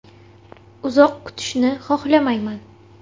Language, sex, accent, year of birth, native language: Uzbek, female, Toshkent shahri, 1999, Uzbek